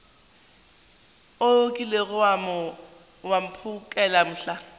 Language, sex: Northern Sotho, female